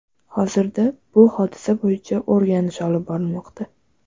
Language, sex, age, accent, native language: Uzbek, female, 12-17, Toshkent viloyati, Uzbek